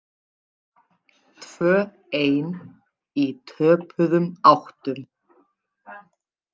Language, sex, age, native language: Icelandic, female, 20-29, Icelandic